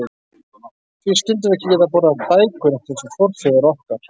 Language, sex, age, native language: Icelandic, male, 30-39, Icelandic